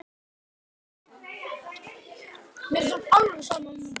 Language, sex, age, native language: Icelandic, female, 10, Icelandic